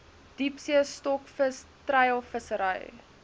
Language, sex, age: Afrikaans, female, 19